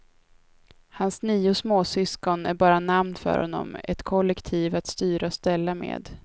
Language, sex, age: Swedish, female, 22